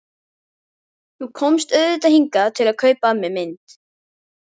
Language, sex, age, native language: Icelandic, female, 13, Icelandic